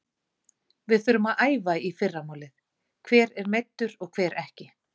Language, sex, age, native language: Icelandic, female, 40-49, Icelandic